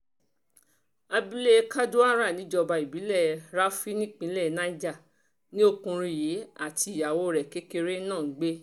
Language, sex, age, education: Yoruba, female, 30-45, tertiary